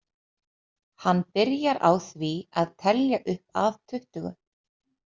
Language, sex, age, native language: Icelandic, female, 30-39, Icelandic